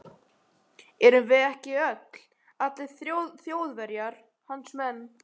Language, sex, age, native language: Icelandic, male, 11, Icelandic